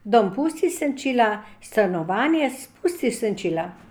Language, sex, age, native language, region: Slovenian, female, 60+, Slovenian, Savinja region